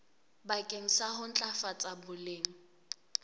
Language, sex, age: Southern Sotho, female, 23